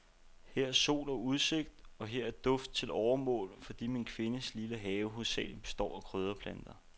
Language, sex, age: Danish, male, 29